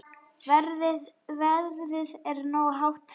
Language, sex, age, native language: Icelandic, male, 9, Icelandic